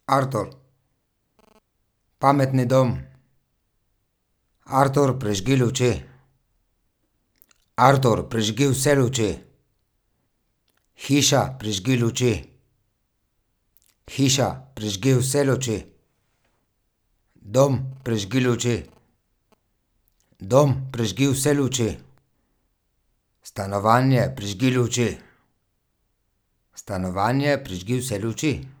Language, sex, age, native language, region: Slovenian, male, 30-49, Slovenian, Gorica region